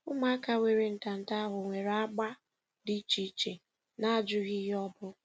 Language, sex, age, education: Igbo, female, 15-29, secondary